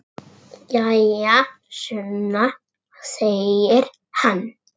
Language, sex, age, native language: Icelandic, male, 6, Icelandic